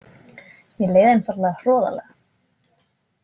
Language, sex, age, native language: Icelandic, female, 20-29, Icelandic